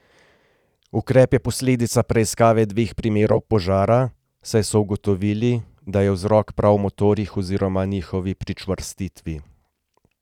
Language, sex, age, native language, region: Slovenian, male, 30-49, Slovenian, Gorenjska region